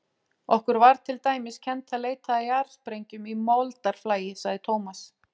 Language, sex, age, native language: Icelandic, female, 40-49, Icelandic